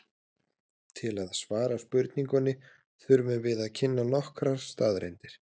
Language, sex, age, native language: Icelandic, male, 30-39, Icelandic